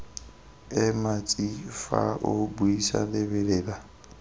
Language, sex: Tswana, male